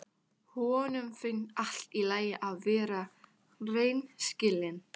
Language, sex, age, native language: Icelandic, female, 18-19, Thai